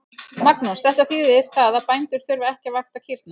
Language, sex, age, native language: Icelandic, female, 40-49, Icelandic